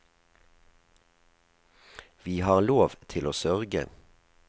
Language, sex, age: Norwegian, male, 37